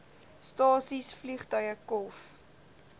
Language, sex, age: Afrikaans, female, 19